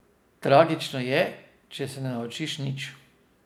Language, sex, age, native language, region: Slovenian, male, 50-59, Slovenian, Drava region